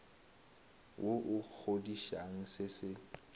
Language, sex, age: Northern Sotho, male, 19